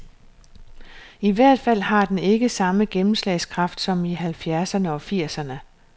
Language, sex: Danish, female